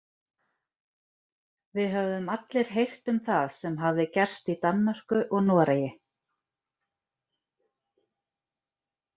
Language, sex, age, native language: Icelandic, female, 40-49, Icelandic